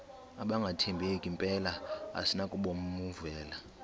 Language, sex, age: Xhosa, male, 19